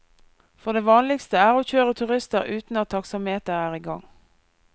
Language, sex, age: Norwegian, female, 24